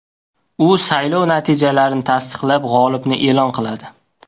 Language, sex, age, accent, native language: Uzbek, male, 18-24, Toshkent viloyati, Uzbek